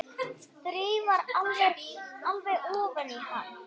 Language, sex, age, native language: Icelandic, male, 8, Icelandic